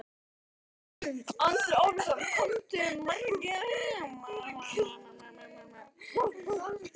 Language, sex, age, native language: Icelandic, female, 12, Icelandic